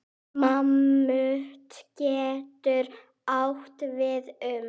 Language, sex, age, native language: Icelandic, female, 8, Icelandic